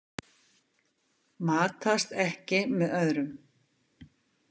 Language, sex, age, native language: Icelandic, female, 50-59, Icelandic